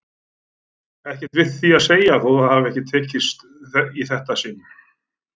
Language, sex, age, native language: Icelandic, male, 40-49, Icelandic